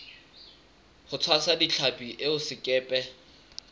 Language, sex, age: Southern Sotho, male, 23